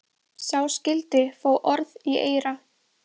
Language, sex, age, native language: Icelandic, female, 12, Icelandic